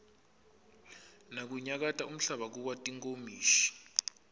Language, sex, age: Swati, male, 25